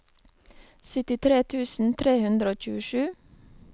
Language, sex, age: Norwegian, female, 23